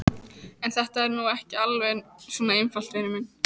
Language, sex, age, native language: Icelandic, female, 14, Icelandic